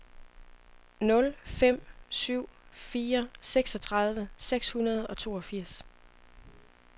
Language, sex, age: Danish, female, 25